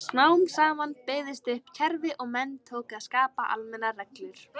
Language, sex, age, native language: Icelandic, female, 18-19, Icelandic